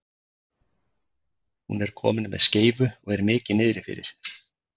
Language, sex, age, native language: Icelandic, male, 50-59, Icelandic